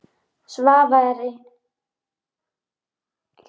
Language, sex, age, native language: Icelandic, female, 13, Icelandic